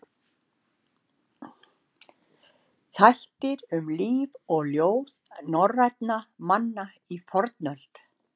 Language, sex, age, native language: Icelandic, female, 60-69, Icelandic